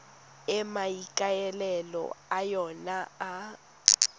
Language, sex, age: Tswana, female, 19